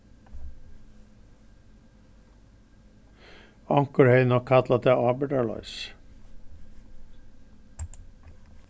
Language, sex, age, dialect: Faroese, male, 61+, Norðurstreymoy/Eysturoy